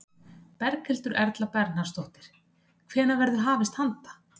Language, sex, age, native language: Icelandic, female, 30-39, Icelandic